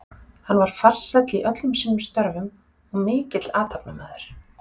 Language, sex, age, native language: Icelandic, female, 40-49, Icelandic